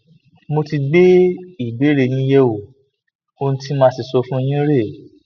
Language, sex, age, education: Yoruba, male, 15-29, tertiary